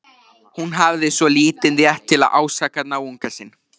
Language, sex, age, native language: Icelandic, male, 13, Icelandic